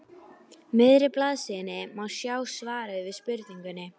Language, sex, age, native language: Icelandic, female, 12, Icelandic